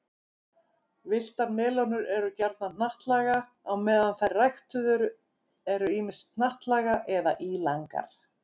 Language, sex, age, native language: Icelandic, female, 50-59, Icelandic